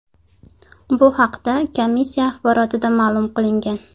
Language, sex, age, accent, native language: Uzbek, female, 25-34, Sirdaryo, Uzbek